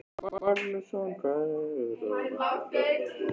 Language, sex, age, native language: Icelandic, male, 14, Icelandic